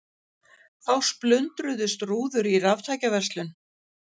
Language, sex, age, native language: Icelandic, female, 60-69, Icelandic